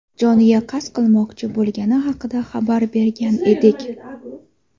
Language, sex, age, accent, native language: Uzbek, female, 25-34, Samarqand, Uzbek